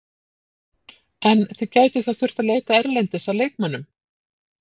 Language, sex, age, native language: Icelandic, female, 40-49, Icelandic